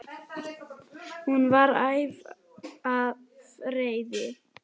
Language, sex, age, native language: Icelandic, male, 10, Icelandic